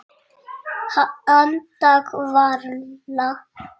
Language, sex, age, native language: Icelandic, male, 7, Icelandic